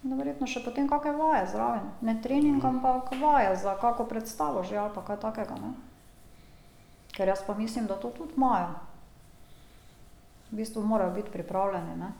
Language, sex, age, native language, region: Slovenian, female, 50-59, Slovenian, Drava region